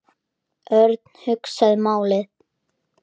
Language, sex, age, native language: Icelandic, male, 10, Icelandic